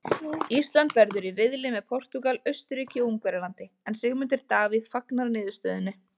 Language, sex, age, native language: Icelandic, female, 20-29, Icelandic